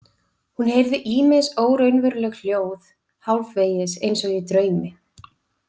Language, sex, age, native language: Icelandic, female, 20-29, Icelandic